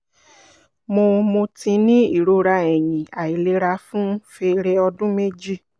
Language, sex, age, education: Yoruba, female, 30-45, tertiary